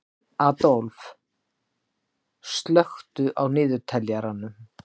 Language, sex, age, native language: Icelandic, female, 60-69, Icelandic